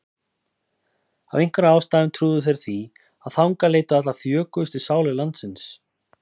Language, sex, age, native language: Icelandic, male, 30-39, Icelandic